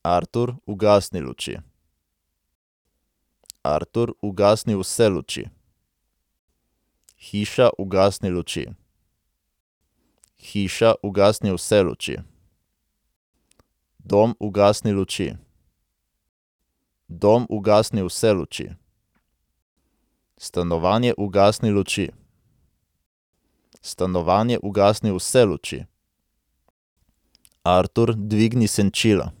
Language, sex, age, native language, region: Slovenian, male, 18-29, Slovenian, Central Slovenia